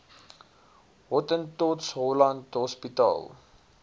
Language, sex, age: Afrikaans, male, 19